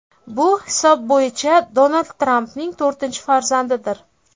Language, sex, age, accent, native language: Uzbek, female, 25-34, Farg'ona, Uzbek